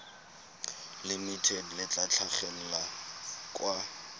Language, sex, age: Tswana, male, 22